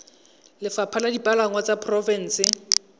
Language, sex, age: Tswana, male, 20